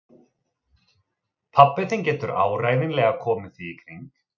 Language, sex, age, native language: Icelandic, male, 30-39, Icelandic